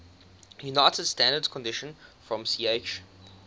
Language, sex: English, male